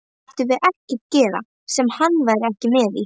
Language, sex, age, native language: Icelandic, female, 11, Icelandic